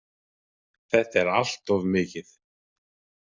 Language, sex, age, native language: Icelandic, male, 50-59, Icelandic